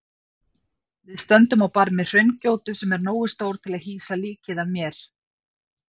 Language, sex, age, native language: Icelandic, female, 50-59, Icelandic